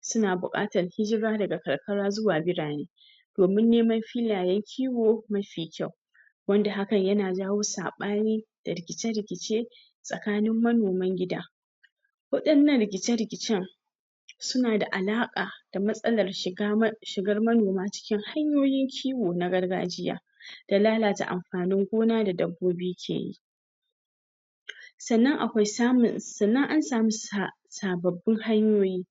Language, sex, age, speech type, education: Hausa, female, 46-60, spontaneous, tertiary